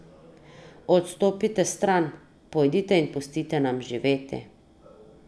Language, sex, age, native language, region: Slovenian, female, 30-49, Slovenian, Drava region